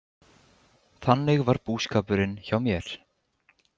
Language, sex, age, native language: Icelandic, male, 20-29, Icelandic